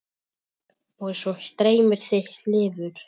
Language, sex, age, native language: Icelandic, male, 10, Icelandic